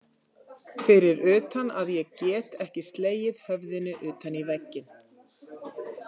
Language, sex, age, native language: Icelandic, female, 50-59, Icelandic